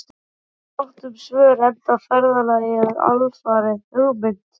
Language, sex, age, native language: Icelandic, male, 12, Icelandic